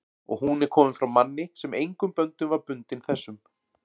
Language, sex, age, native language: Icelandic, male, 40-49, Icelandic